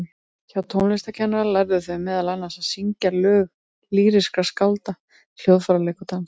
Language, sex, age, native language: Icelandic, female, 30-39, Icelandic